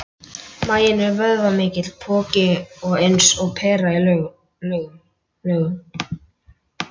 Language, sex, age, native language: Icelandic, male, 11, Icelandic